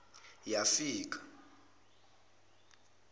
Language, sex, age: Zulu, male, 25